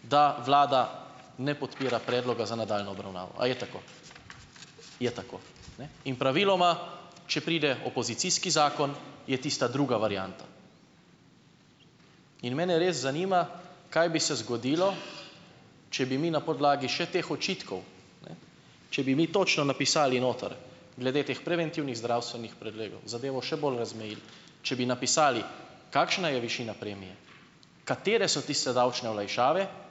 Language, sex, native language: Slovenian, male, Slovenian